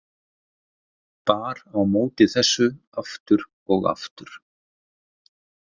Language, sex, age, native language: Icelandic, male, 50-59, Icelandic